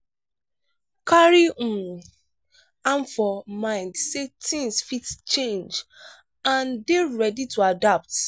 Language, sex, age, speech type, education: Nigerian Pidgin, female, 15-29, spontaneous, tertiary